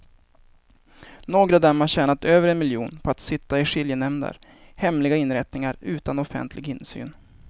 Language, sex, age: Swedish, male, 23